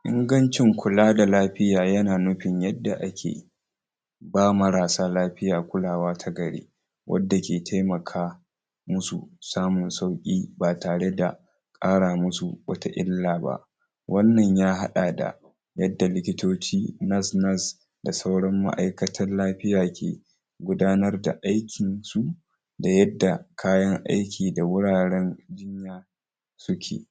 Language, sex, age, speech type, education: Hausa, male, 46-60, spontaneous, tertiary